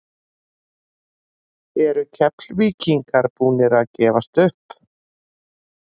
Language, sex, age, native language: Icelandic, female, 40-49, Icelandic